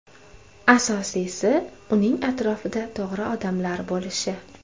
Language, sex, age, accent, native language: Uzbek, female, 25-34, Toshkent viloyati, Uzbek